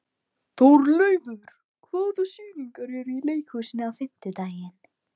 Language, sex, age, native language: Icelandic, female, 12, Icelandic